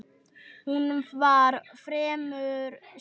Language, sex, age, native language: Icelandic, female, 9, Icelandic